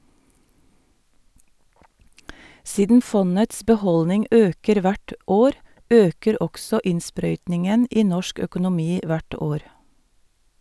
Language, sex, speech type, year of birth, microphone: Norwegian, female, read, 1962, Sennheiser